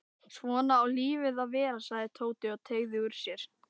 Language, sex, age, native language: Icelandic, male, 18-19, Icelandic